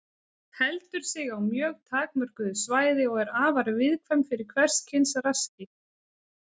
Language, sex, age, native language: Icelandic, female, 30-39, Icelandic